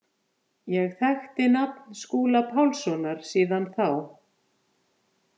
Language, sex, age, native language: Icelandic, female, 50-59, Icelandic